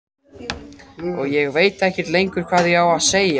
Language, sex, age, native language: Icelandic, male, 14, Icelandic